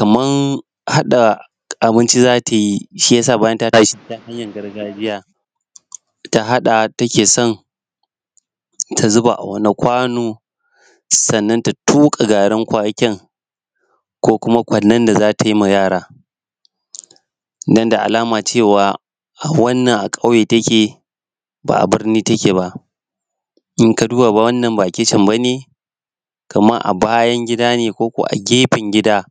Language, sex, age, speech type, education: Hausa, male, 15-29, spontaneous, tertiary